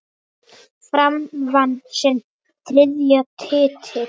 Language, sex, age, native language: Icelandic, male, 9, Icelandic